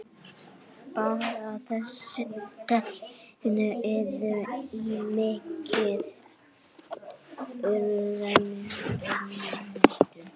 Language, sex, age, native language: Icelandic, female, 40-49, Icelandic